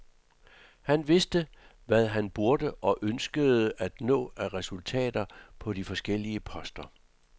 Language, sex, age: Danish, male, 66